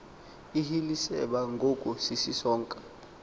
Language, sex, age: Xhosa, male, 19